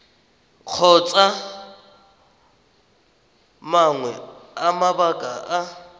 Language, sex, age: Tswana, male, 21